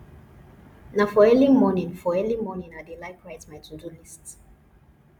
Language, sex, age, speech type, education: Nigerian Pidgin, female, 15-29, spontaneous, tertiary